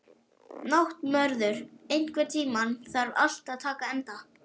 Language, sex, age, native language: Icelandic, male, 11, Icelandic